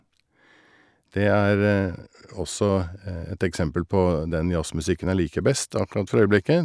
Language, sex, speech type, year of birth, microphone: Norwegian, male, spontaneous, 1961, Shure